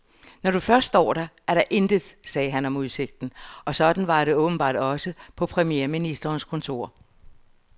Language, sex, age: Danish, female, 60